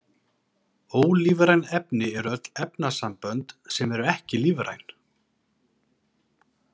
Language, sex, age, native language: Icelandic, male, 40-49, Icelandic